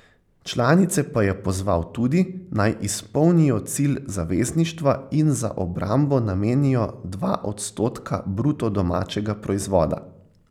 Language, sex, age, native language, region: Slovenian, male, 18-29, Slovenian, Central Slovenia